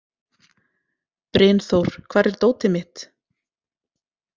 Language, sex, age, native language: Icelandic, female, 40-49, Icelandic